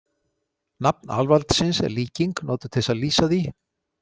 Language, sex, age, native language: Icelandic, male, 60-69, Icelandic